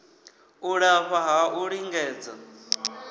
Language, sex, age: Venda, male, 19